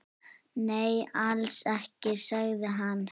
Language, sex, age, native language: Icelandic, female, 6, Icelandic